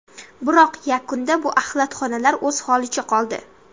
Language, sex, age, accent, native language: Uzbek, female, under 19, Samarqand, Uzbek